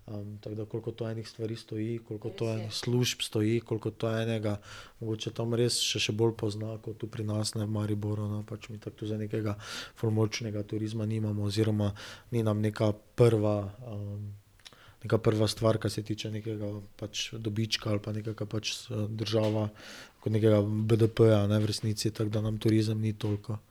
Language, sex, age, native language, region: Slovenian, male, 30-49, Slovenian, Drava region